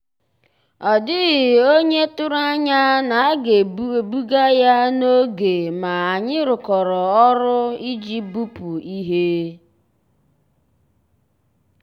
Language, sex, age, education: Igbo, male, 15-29, tertiary